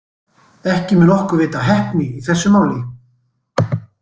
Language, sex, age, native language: Icelandic, male, 60-69, Icelandic